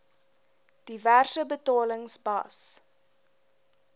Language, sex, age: Afrikaans, female, 20